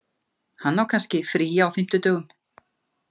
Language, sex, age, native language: Icelandic, female, 50-59, Icelandic